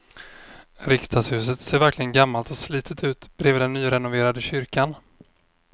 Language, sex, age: Swedish, male, 26